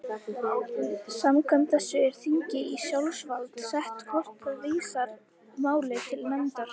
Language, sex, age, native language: Icelandic, female, 18-19, Icelandic